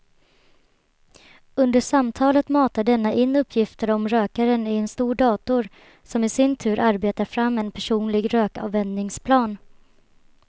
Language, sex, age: Swedish, female, 23